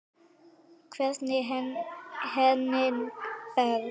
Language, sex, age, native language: Icelandic, female, 9, Icelandic